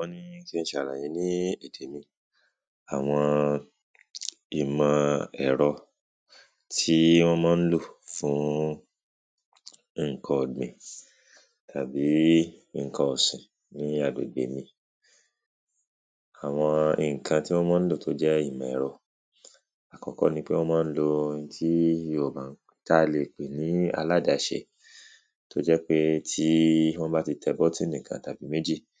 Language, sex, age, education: Yoruba, male, 30-45, secondary